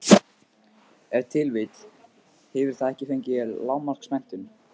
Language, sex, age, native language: Icelandic, male, 15, Icelandic